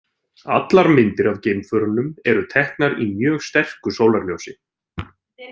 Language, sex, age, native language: Icelandic, male, 30-39, Icelandic